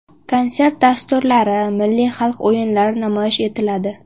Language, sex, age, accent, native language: Uzbek, female, under 19, Qashqadaryo, Uzbek